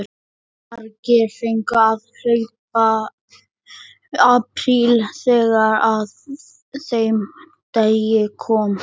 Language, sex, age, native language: Icelandic, male, 11, Icelandic